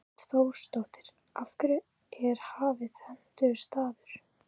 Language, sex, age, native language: Icelandic, female, 18-19, Icelandic